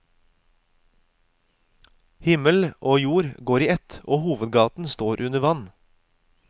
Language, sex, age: Norwegian, male, 36